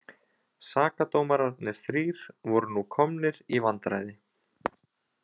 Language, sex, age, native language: Icelandic, male, 20-29, Icelandic